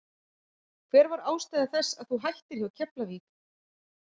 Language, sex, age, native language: Icelandic, female, 50-59, Icelandic